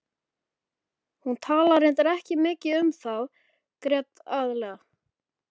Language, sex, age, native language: Icelandic, male, 13, Icelandic